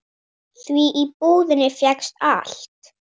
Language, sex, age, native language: Icelandic, female, 9, Icelandic